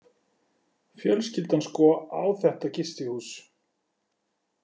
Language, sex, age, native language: Icelandic, male, 40-49, Icelandic